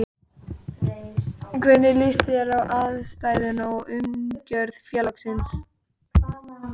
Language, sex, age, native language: Icelandic, male, 12, Icelandic